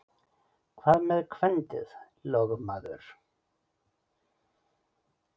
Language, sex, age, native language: Icelandic, male, 40-49, Icelandic